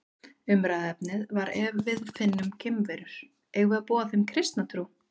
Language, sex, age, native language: Icelandic, female, 20-29, Icelandic